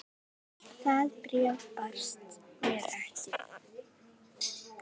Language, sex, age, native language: Icelandic, female, 10, Icelandic